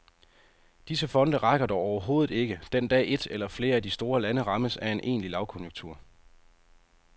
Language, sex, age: Danish, male, 30